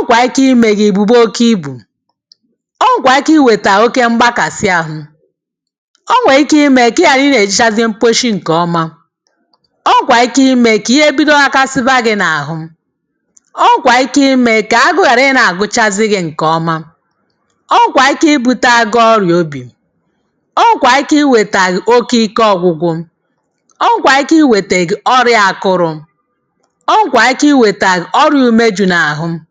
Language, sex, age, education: Igbo, female, 30-45, tertiary